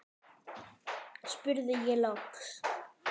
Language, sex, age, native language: Icelandic, male, 10, Icelandic